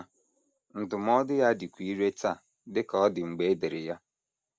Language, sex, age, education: Igbo, male, 30-45, secondary